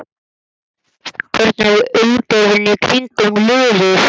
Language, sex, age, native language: Icelandic, male, 11, Icelandic